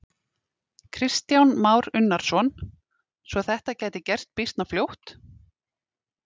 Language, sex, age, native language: Icelandic, female, 30-39, Icelandic